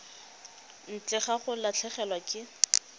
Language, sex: Tswana, female